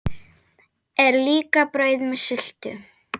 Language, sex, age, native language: Icelandic, female, 10, Icelandic